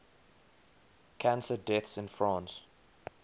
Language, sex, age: English, male, 23